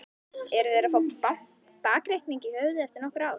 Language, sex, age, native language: Icelandic, female, 11, Icelandic